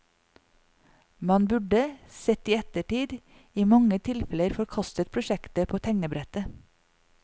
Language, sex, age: Norwegian, female, 40